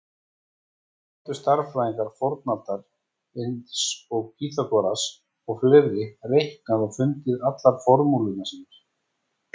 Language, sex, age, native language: Icelandic, male, 40-49, Icelandic